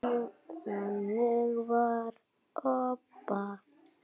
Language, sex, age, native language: Icelandic, male, 7, Icelandic